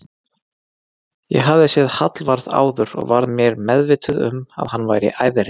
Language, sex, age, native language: Icelandic, male, 40-49, Icelandic